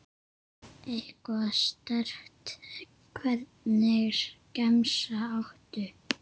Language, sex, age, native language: Icelandic, male, 8, Icelandic